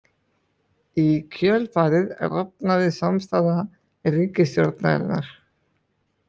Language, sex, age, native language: Icelandic, male, 18-19, Icelandic